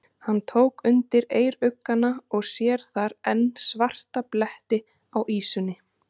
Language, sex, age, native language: Icelandic, female, 30-39, Icelandic